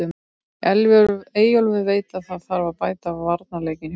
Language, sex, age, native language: Icelandic, female, 30-39, Icelandic